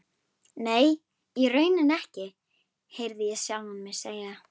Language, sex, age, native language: Icelandic, female, 11, Icelandic